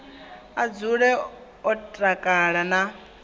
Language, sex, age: Venda, female, 19